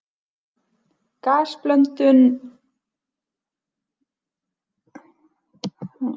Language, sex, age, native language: Icelandic, female, 20-29, Icelandic